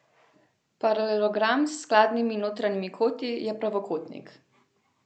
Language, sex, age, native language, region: Slovenian, female, 18-29, Slovenian, Central Slovenia